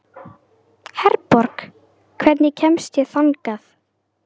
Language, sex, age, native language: Icelandic, other, 12, Icelandic